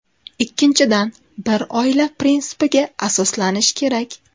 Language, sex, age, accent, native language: Uzbek, female, 25-34, Toshkent viloyati, Uzbek